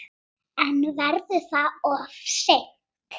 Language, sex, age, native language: Icelandic, female, 6, Icelandic